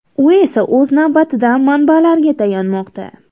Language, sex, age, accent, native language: Uzbek, female, 18-24, Toshkent viloyati, Uzbek